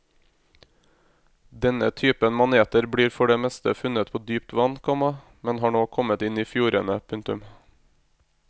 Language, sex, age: Norwegian, male, 26